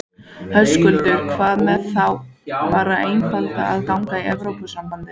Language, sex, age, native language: Icelandic, female, 14, Icelandic